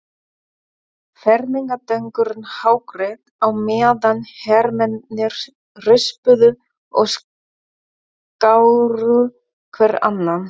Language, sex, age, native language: Icelandic, female, 40-49, German